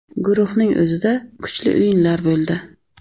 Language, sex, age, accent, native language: Uzbek, female, 35+, Navoiy, Uzbek